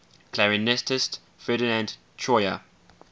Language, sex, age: English, male, 20